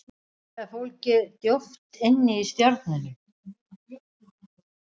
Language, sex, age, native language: Icelandic, female, 30-39, Icelandic